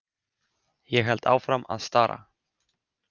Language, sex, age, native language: Icelandic, male, 30-39, Icelandic